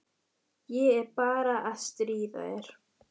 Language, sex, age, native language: Icelandic, female, 12, Icelandic